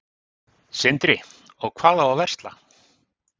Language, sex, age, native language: Icelandic, male, 50-59, Icelandic